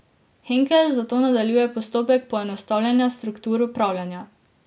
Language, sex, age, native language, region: Slovenian, female, 18-29, Slovenian, Drava region